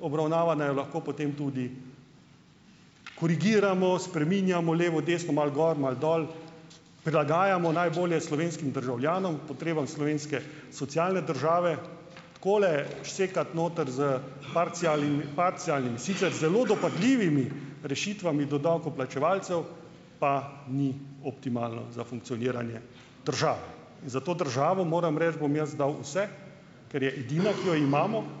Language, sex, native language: Slovenian, male, Slovenian